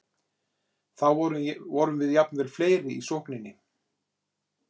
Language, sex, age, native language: Icelandic, male, 40-49, Icelandic